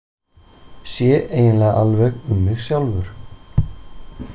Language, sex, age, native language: Icelandic, male, 40-49, Icelandic